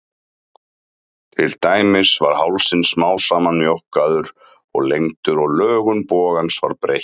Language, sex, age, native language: Icelandic, male, 30-39, Icelandic